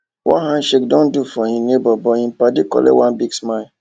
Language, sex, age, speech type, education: Nigerian Pidgin, male, 15-29, spontaneous, tertiary